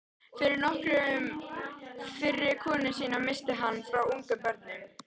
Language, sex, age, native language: Icelandic, female, 13, Icelandic